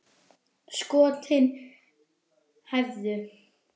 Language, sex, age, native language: Icelandic, female, 10, Icelandic